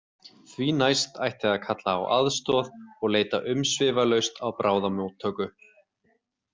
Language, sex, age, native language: Icelandic, male, 30-39, Icelandic